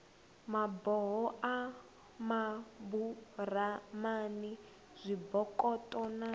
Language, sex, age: Venda, female, 21